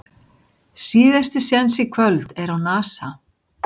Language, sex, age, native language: Icelandic, male, 60-69, Icelandic